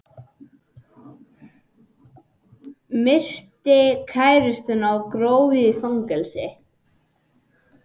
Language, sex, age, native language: Icelandic, male, 18-19, Icelandic